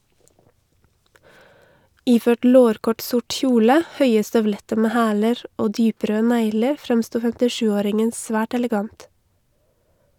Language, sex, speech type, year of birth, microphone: Norwegian, female, read, 1982, Shure